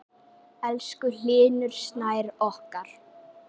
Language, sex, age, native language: Icelandic, female, 10, Icelandic